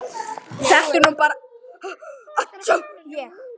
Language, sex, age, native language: Icelandic, male, 9, Icelandic